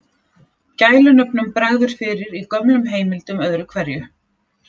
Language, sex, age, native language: Icelandic, female, 40-49, Icelandic